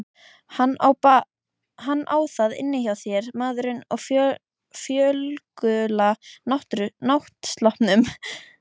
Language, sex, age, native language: Icelandic, female, 12, Icelandic